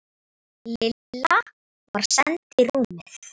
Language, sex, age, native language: Icelandic, female, 9, Icelandic